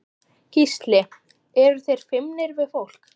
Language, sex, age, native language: Icelandic, female, 14, Icelandic